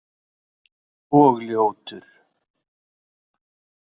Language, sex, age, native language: Icelandic, male, 40-49, Icelandic